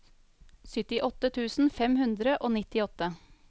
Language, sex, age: Norwegian, female, 35